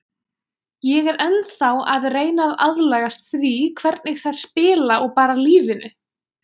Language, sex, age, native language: Icelandic, female, 20-29, Icelandic